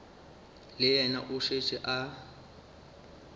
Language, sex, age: Northern Sotho, male, 35